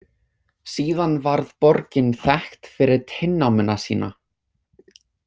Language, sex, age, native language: Icelandic, other, 20-29, English